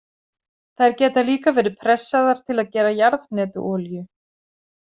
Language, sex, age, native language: Icelandic, female, 40-49, Icelandic